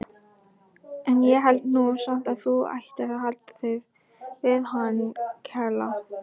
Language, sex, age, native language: Icelandic, female, 18-19, Icelandic